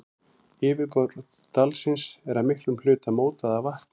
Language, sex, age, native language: Icelandic, male, 40-49, Icelandic